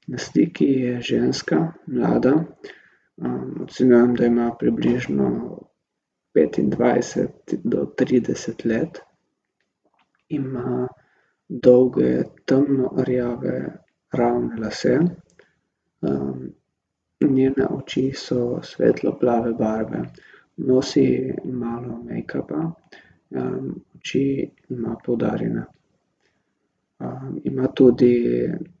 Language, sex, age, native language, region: Slovenian, male, 18-29, Slovenian, Gorica region